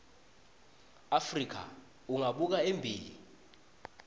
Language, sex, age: Swati, male, 20